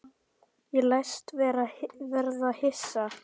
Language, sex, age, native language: Icelandic, male, 10, Icelandic